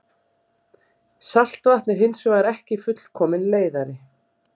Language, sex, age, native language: Icelandic, female, 40-49, Icelandic